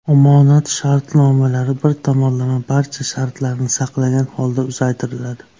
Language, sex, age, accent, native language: Uzbek, male, 19-29, Namangan, Uzbek